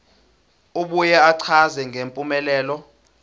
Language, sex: Zulu, male